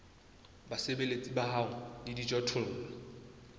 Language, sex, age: Southern Sotho, male, 20